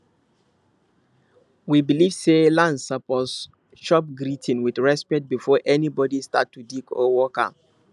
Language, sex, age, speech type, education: Nigerian Pidgin, male, 30-45, spontaneous, tertiary